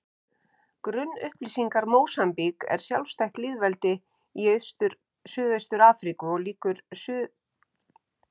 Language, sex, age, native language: Icelandic, female, 50-59, Icelandic